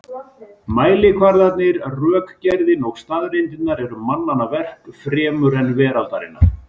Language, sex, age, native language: Icelandic, male, 50-59, Icelandic